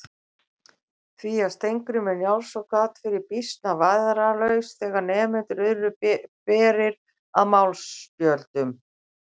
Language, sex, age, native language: Icelandic, female, 60-69, Icelandic